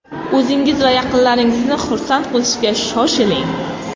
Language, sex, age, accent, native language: Uzbek, female, 25-34, Qashqadaryo, Uzbek